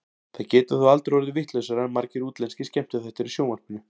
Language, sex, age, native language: Icelandic, male, 40-49, Icelandic